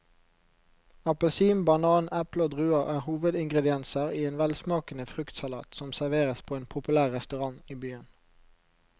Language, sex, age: Norwegian, male, 29